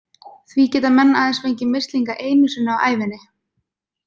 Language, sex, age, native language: Icelandic, female, 20-29, Icelandic